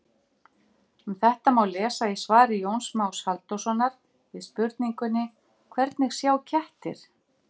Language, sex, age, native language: Icelandic, female, 50-59, Icelandic